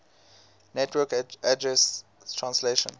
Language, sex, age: English, male, 18